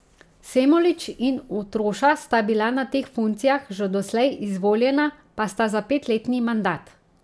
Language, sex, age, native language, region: Slovenian, female, 30-49, Slovenian, Central Slovenia